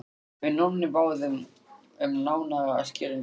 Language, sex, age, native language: Icelandic, male, 13, Icelandic